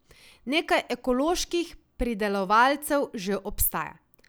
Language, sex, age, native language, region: Slovenian, female, 18-29, Slovenian, Savinja region